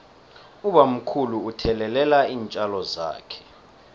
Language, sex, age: South Ndebele, male, 23